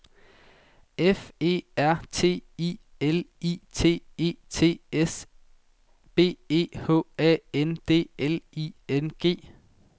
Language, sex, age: Danish, male, 19